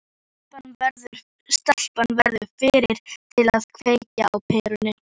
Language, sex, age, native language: Icelandic, female, 11, Icelandic